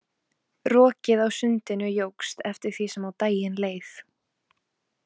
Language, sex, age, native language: Icelandic, female, 20-29, Icelandic